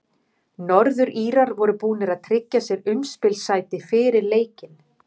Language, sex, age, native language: Icelandic, female, 50-59, Icelandic